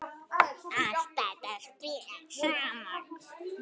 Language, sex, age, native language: Icelandic, male, 10, Icelandic